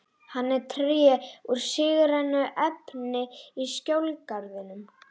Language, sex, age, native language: Icelandic, female, 12, Icelandic